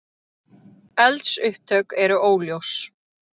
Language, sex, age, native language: Icelandic, female, 30-39, Icelandic